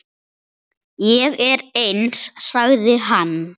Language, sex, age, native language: Icelandic, male, 8, Icelandic